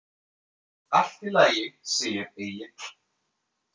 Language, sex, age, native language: Icelandic, male, 30-39, French